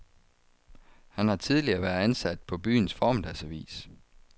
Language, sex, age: Danish, male, 35